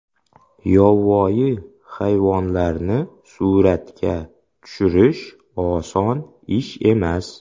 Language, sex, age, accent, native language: Uzbek, male, 25-34, Xorazm, Uzbek